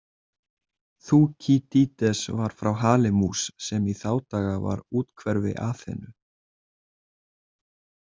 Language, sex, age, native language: Icelandic, male, 20-29, Icelandic